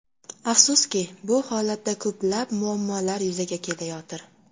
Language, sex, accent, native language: Uzbek, female, Qashqadaryo, Uzbek